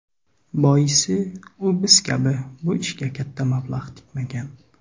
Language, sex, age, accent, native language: Uzbek, male, 30-39, Sirdaryo, Uzbek